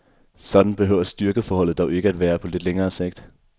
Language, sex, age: Danish, male, 24